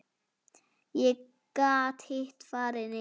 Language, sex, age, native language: Icelandic, female, 9, Icelandic